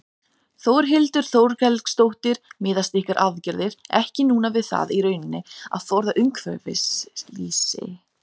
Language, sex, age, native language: Icelandic, female, 30-39, Icelandic